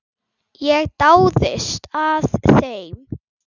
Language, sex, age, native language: Icelandic, female, 9, Icelandic